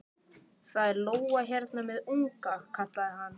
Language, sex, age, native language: Icelandic, male, 11, Icelandic